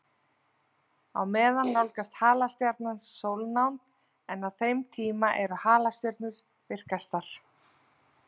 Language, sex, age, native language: Icelandic, female, 40-49, Icelandic